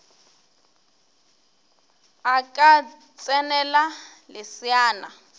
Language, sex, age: Northern Sotho, female, 21